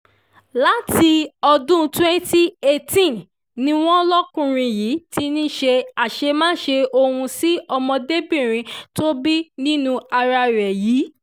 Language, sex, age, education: Yoruba, female, 15-29, tertiary